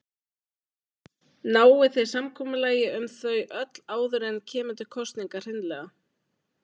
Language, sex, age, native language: Icelandic, female, 20-29, Icelandic